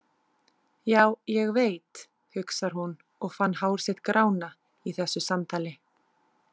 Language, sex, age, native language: Icelandic, female, 30-39, Icelandic